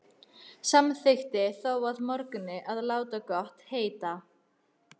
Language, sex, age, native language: Icelandic, female, 13, Icelandic